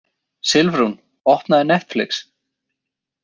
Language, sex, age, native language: Icelandic, male, 20-29, Icelandic